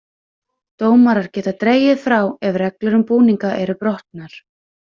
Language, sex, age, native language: Icelandic, female, 20-29, Icelandic